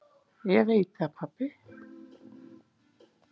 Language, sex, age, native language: Icelandic, female, 7, Icelandic